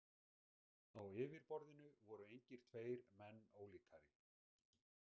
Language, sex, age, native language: Icelandic, male, 60-69, Icelandic